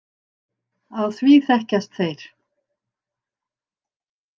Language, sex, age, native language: Icelandic, female, 60-69, Icelandic